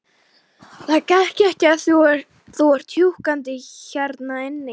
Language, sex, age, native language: Icelandic, female, 12, Icelandic